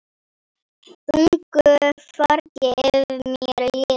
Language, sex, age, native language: Icelandic, female, 10, Icelandic